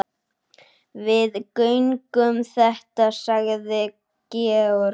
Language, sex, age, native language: Icelandic, male, 9, Icelandic